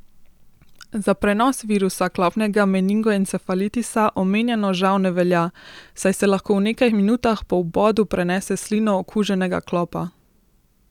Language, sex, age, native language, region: Slovenian, female, 18-29, Slovenian, Central Slovenia